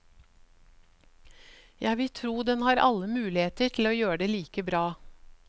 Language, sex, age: Norwegian, female, 54